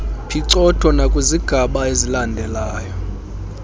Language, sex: Xhosa, male